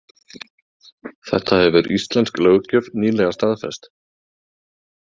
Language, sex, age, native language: Icelandic, male, 30-39, Icelandic